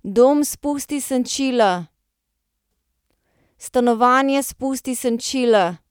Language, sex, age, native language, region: Slovenian, female, 30-49, Slovenian, Central Slovenia